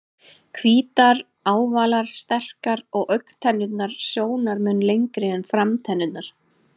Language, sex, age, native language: Icelandic, female, 30-39, Icelandic